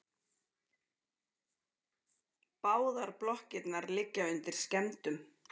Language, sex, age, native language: Icelandic, female, 40-49, Icelandic